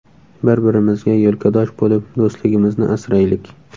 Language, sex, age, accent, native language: Uzbek, male, 18-24, Samarqand, Uzbek